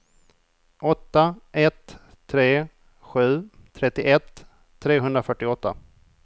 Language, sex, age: Swedish, male, 28